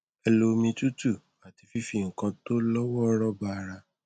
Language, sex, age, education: Yoruba, male, 15-29, tertiary